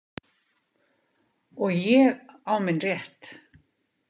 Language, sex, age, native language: Icelandic, female, 50-59, Icelandic